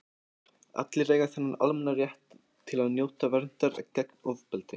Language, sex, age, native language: Icelandic, other, 18-19, Icelandic